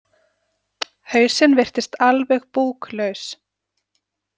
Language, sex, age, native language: Icelandic, female, 40-49, Icelandic